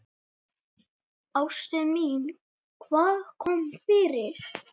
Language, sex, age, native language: Icelandic, male, 8, Icelandic